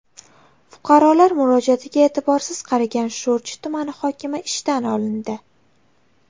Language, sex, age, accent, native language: Uzbek, female, 18-24, Navoiy, Uzbek